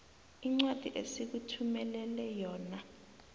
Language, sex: South Ndebele, female